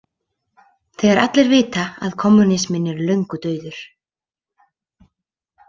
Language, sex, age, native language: Icelandic, female, 30-39, Icelandic